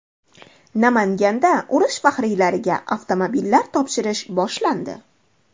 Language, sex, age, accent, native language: Uzbek, female, 25-34, Andijon, Uzbek